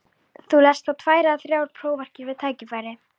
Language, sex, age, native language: Icelandic, female, 11, Icelandic